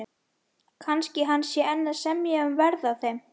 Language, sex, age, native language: Icelandic, female, 11, Icelandic